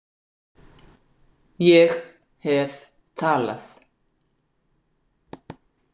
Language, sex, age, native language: Icelandic, female, 60-69, Icelandic